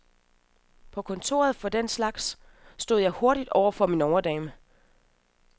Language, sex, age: Danish, female, 27